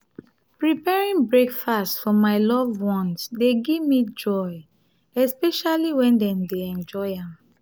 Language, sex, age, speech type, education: Nigerian Pidgin, female, 30-45, spontaneous, tertiary